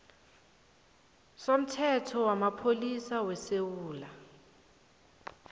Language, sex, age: South Ndebele, female, 23